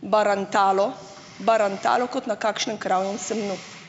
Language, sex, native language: Slovenian, female, Slovenian